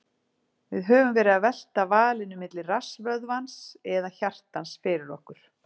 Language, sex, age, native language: Icelandic, female, 40-49, Icelandic